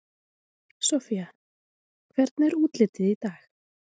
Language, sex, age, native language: Icelandic, female, 20-29, Icelandic